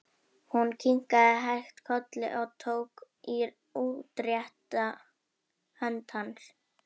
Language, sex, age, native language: Icelandic, female, 11, Icelandic